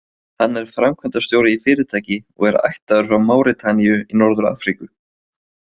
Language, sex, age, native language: Icelandic, male, 20-29, Icelandic